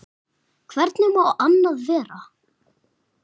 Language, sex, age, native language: Icelandic, male, 9, Icelandic